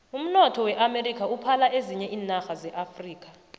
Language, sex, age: South Ndebele, female, 29